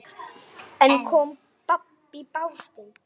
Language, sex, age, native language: Icelandic, male, 8, Icelandic